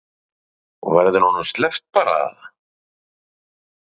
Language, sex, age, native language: Icelandic, male, 40-49, Icelandic